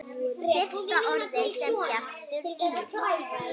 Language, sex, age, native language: Icelandic, female, 6, Icelandic